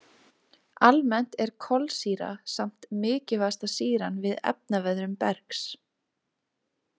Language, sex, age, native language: Icelandic, female, 20-29, Icelandic